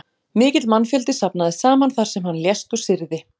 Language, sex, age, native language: Icelandic, female, 40-49, Icelandic